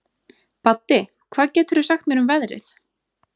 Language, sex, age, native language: Icelandic, female, 20-29, Icelandic